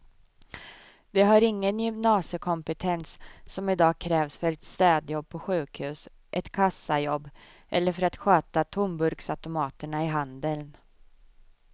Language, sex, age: Swedish, female, 24